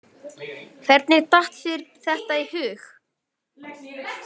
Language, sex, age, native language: Icelandic, male, 18-19, Icelandic